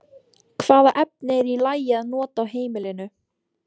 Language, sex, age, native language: Icelandic, female, 14, Icelandic